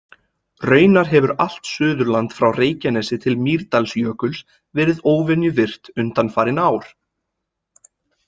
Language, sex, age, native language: Icelandic, male, 20-29, Icelandic